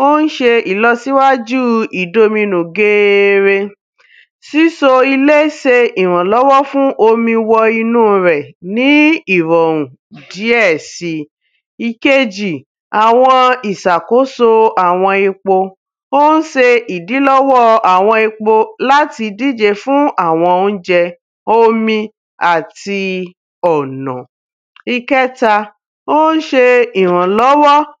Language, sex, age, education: Yoruba, female, 15-29, tertiary